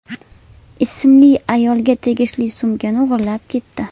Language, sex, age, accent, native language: Uzbek, female, 18-24, Namangan, Uzbek